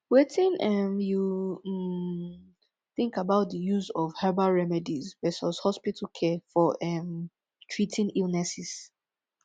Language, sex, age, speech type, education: Nigerian Pidgin, female, 15-29, spontaneous, tertiary